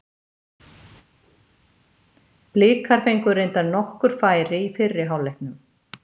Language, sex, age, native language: Icelandic, female, 50-59, Icelandic